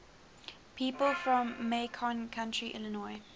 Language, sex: English, female